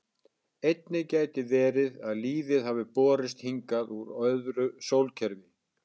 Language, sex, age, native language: Icelandic, male, 60-69, Icelandic